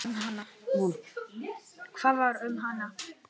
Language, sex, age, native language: Icelandic, male, 10, Czech